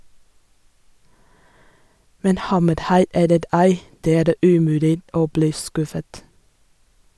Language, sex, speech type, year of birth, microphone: Norwegian, female, read, 1987, Sennheiser